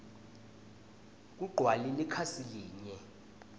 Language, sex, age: Swati, male, 20